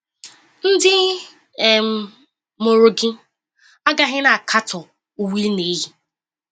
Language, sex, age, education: Igbo, female, 15-29, tertiary